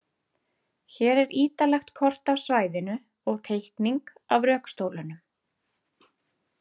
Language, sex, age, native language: Icelandic, female, 30-39, Icelandic